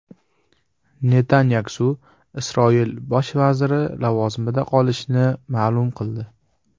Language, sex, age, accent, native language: Uzbek, male, under 19, Farg'ona, Uzbek